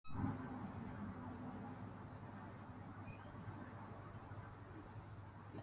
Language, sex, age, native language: Icelandic, female, 30-39, Icelandic